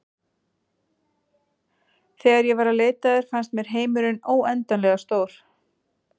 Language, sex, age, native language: Icelandic, female, 40-49, Icelandic